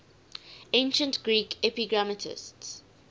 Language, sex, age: English, female, 19